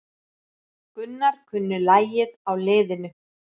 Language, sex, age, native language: Icelandic, male, 7, Icelandic